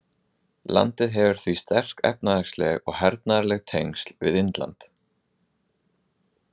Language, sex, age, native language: Icelandic, male, 20-29, Icelandic